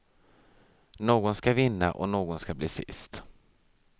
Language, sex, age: Swedish, male, 32